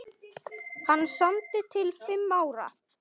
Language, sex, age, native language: Icelandic, male, 9, Icelandic